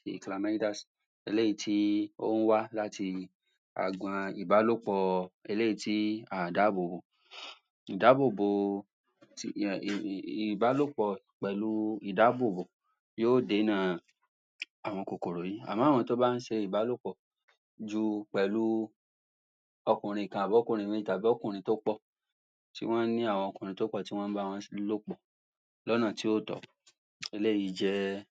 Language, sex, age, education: Yoruba, male, 46-60, tertiary